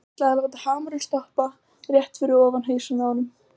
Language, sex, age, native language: Icelandic, female, 20-29, Icelandic